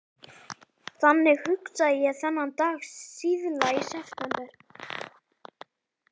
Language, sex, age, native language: Icelandic, male, 11, Icelandic